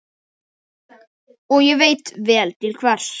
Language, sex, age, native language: Icelandic, male, 12, Icelandic